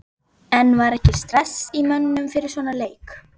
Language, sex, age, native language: Icelandic, female, 11, Icelandic